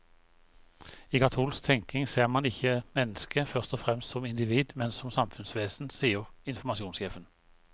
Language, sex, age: Norwegian, male, 51